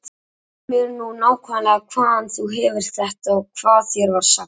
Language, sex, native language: Icelandic, male, Icelandic